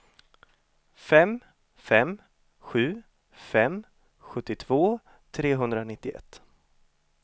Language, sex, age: Swedish, male, 25